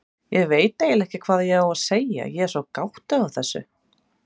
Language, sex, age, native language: Icelandic, female, 30-39, Icelandic